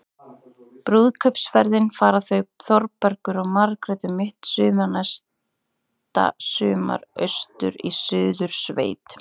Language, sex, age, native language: Icelandic, female, 30-39, Icelandic